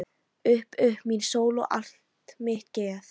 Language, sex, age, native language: Icelandic, female, 13, Icelandic